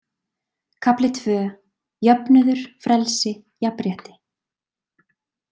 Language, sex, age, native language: Icelandic, female, 20-29, Icelandic